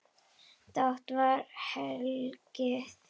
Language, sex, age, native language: Icelandic, female, 8, Icelandic